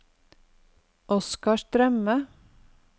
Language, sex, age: Norwegian, female, 48